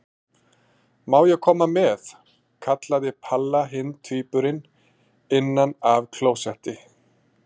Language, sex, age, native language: Icelandic, male, 40-49, Icelandic